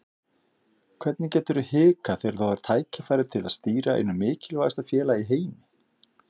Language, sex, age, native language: Icelandic, male, 50-59, Icelandic